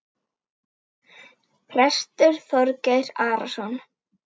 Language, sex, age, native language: Icelandic, female, 9, Icelandic